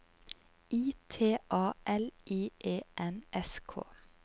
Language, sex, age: Norwegian, female, 30